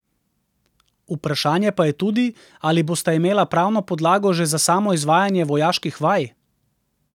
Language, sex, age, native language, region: Slovenian, male, 30-49, Slovenian, Central Slovenia